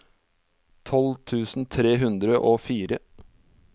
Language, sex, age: Norwegian, male, 46